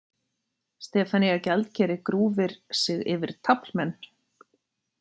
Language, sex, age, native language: Icelandic, female, 40-49, Icelandic